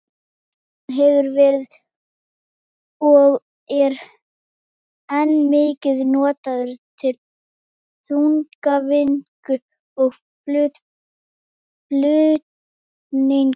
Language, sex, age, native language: Icelandic, female, 18-19, Icelandic